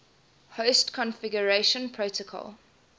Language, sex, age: English, female, 20